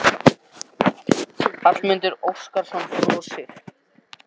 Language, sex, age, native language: Icelandic, other, 60-69, Icelandic